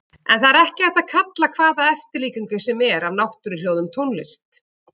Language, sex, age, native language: Icelandic, female, 40-49, Icelandic